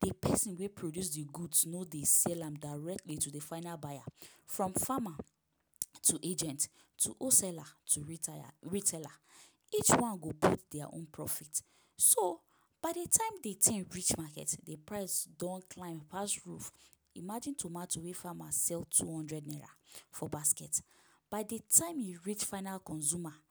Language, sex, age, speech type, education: Nigerian Pidgin, female, 15-29, spontaneous, tertiary